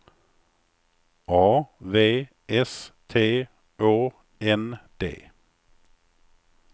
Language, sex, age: Swedish, male, 49